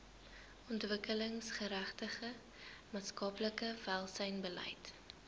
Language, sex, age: Afrikaans, female, 19